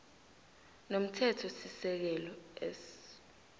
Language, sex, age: South Ndebele, female, 18